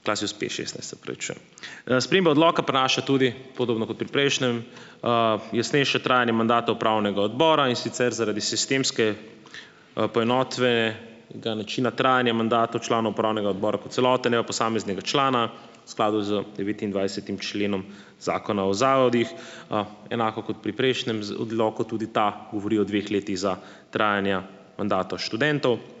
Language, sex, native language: Slovenian, male, Slovenian